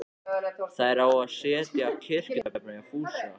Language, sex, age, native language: Icelandic, male, 14, Icelandic